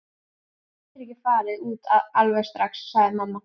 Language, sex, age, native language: Icelandic, female, 11, Icelandic